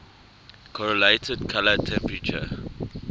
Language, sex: English, male